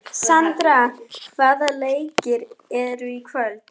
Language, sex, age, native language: Icelandic, female, 11, German